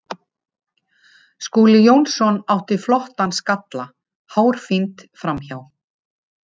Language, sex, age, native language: Icelandic, female, 50-59, Icelandic